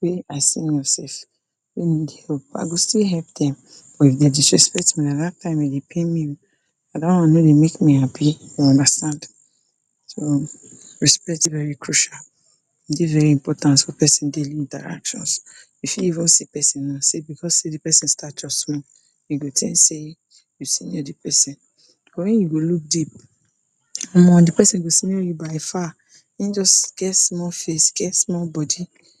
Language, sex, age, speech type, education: Nigerian Pidgin, female, 46-60, spontaneous, tertiary